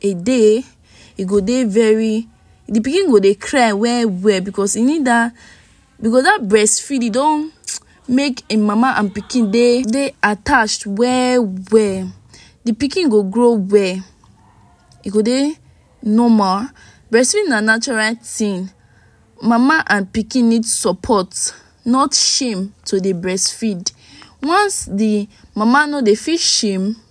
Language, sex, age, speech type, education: Nigerian Pidgin, female, 46-60, spontaneous, tertiary